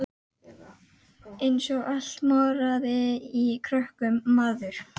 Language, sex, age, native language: Icelandic, female, 12, Icelandic